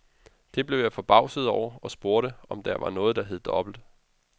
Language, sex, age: Danish, male, 32